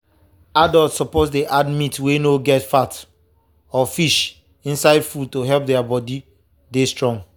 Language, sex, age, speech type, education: Nigerian Pidgin, male, 30-45, spontaneous, tertiary